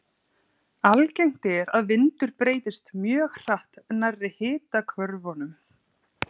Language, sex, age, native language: Icelandic, female, 30-39, Icelandic